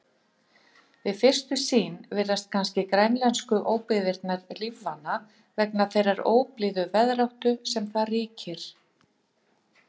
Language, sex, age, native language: Icelandic, female, 50-59, Icelandic